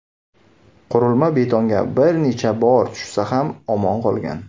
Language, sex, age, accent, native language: Uzbek, male, 19-29, Samarqand, Uzbek